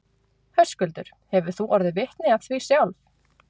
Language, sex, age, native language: Icelandic, female, 20-29, Icelandic